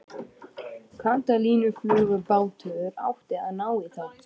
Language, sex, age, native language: Icelandic, male, 12, Icelandic